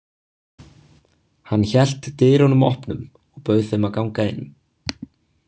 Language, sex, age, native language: Icelandic, male, 20-29, Icelandic